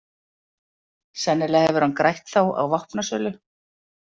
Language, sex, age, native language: Icelandic, female, 50-59, Icelandic